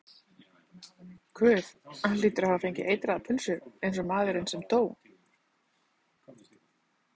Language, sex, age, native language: Icelandic, female, 30-39, Icelandic